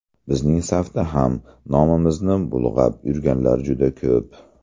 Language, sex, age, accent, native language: Uzbek, male, 35+, Andijon, Uzbek